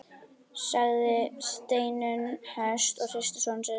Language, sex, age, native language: Icelandic, female, 11, Icelandic